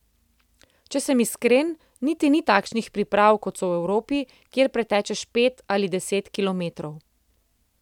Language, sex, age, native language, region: Slovenian, female, 30-49, Slovenian, Central Slovenia